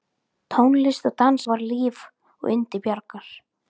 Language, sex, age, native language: Icelandic, female, 12, Icelandic